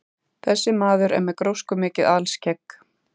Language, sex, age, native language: Icelandic, female, 30-39, Icelandic